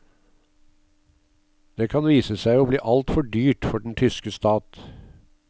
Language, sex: Norwegian, male